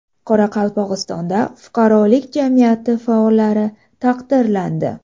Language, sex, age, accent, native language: Uzbek, female, 25-34, Samarqand, Uzbek